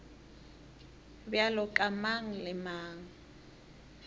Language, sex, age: Northern Sotho, female, 18